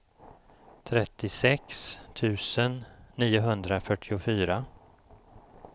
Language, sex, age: Swedish, male, 54